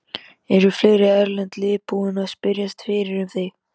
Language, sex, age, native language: Icelandic, male, 13, Icelandic